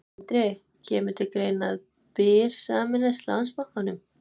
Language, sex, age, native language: Icelandic, female, 20-29, Icelandic